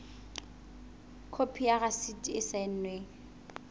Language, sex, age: Southern Sotho, female, 21